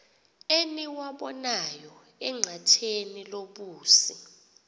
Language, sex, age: Xhosa, female, 28